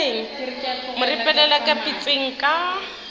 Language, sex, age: Northern Sotho, female, 30